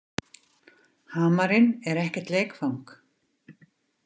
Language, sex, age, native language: Icelandic, female, 50-59, Icelandic